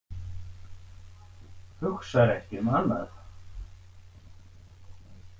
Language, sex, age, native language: Icelandic, male, 60-69, Icelandic